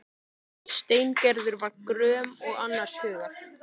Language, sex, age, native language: Icelandic, male, 13, Icelandic